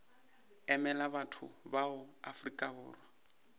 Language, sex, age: Northern Sotho, male, 21